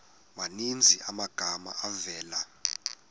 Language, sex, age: Xhosa, male, 18